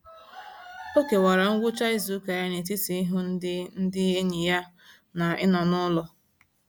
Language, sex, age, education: Igbo, female, 15-29, tertiary